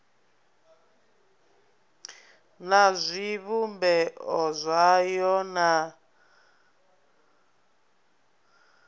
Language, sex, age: Venda, female, 24